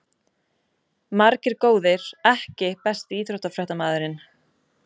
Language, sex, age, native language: Icelandic, female, 20-29, Icelandic